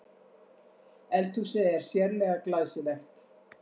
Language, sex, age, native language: Icelandic, female, 60-69, Icelandic